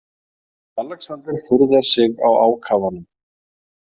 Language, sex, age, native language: Icelandic, male, 40-49, Icelandic